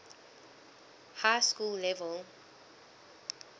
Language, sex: English, female